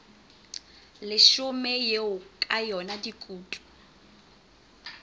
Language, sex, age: Southern Sotho, female, 25